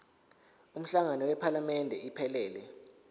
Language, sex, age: Zulu, male, 19